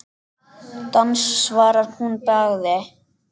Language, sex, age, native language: Icelandic, male, 10, Icelandic